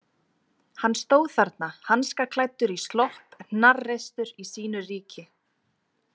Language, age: Icelandic, 20-29